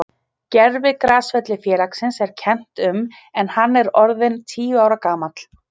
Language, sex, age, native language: Icelandic, female, 30-39, Icelandic